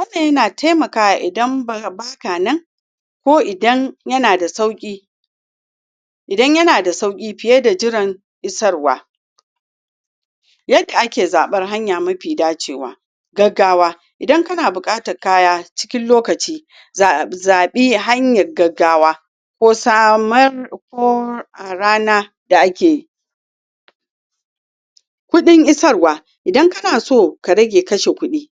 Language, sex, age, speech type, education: Hausa, female, 46-60, spontaneous, tertiary